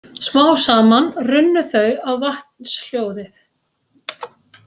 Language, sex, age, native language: Icelandic, female, 60-69, Icelandic